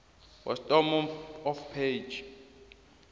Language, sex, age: South Ndebele, male, 22